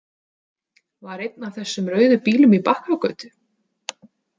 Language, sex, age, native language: Icelandic, female, 30-39, Icelandic